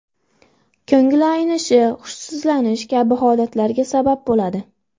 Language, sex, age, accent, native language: Uzbek, female, under 19, Andijon, Uzbek